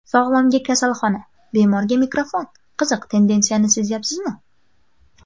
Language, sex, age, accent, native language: Uzbek, female, 18-24, Qashqadaryo, Uzbek